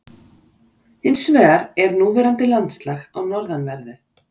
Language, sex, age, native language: Icelandic, female, 40-49, Icelandic